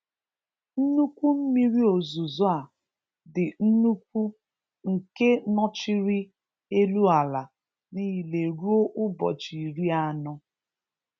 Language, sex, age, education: Igbo, female, 30-45, tertiary